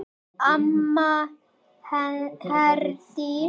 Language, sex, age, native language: Icelandic, male, 10, Icelandic